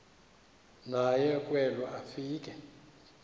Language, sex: Xhosa, male